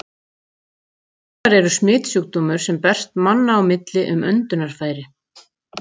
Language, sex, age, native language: Icelandic, female, 40-49, Icelandic